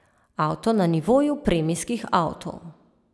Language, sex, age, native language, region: Slovenian, female, 30-49, Slovenian, Savinja region